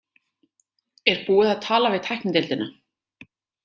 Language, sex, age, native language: Icelandic, female, 30-39, Icelandic